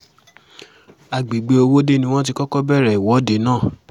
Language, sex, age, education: Yoruba, male, 15-29, secondary